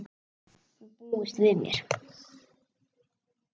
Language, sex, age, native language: Icelandic, male, 9, Icelandic